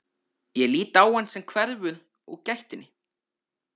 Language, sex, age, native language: Icelandic, male, 13, Icelandic